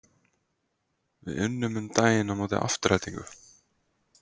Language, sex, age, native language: Icelandic, male, 20-29, Icelandic